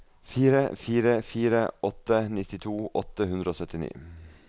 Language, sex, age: Norwegian, male, 42